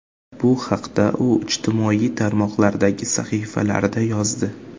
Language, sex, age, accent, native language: Uzbek, male, 18-24, Jizzax, Uzbek